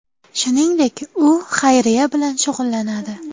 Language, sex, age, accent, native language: Uzbek, female, 12-17, Jizzax, Uzbek